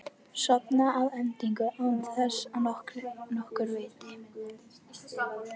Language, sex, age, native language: Icelandic, female, 12, Icelandic